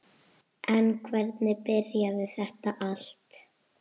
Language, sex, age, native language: Icelandic, female, 8, Icelandic